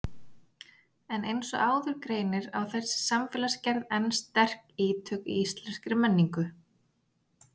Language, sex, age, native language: Icelandic, female, 40-49, Icelandic